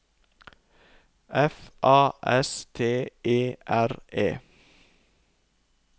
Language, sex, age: Norwegian, male, 39